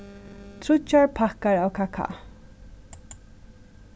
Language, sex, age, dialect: Faroese, female, 36-60, Suðurstreymoy